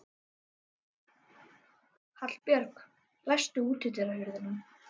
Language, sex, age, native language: Icelandic, other, 12, Icelandic